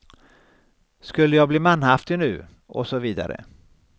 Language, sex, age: Swedish, male, 63